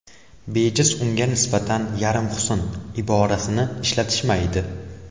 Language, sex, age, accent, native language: Uzbek, male, 18-24, Andijon, Uzbek